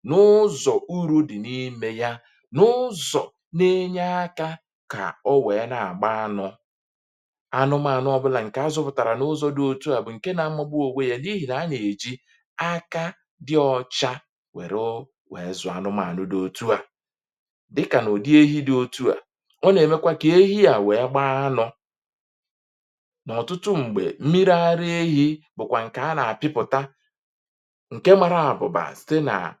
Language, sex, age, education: Igbo, male, 30-45, tertiary